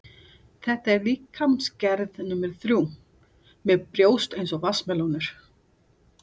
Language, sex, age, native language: Icelandic, female, 40-49, Portuguese